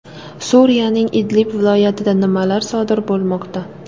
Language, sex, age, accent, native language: Uzbek, female, 18-24, Sirdaryo, Uzbek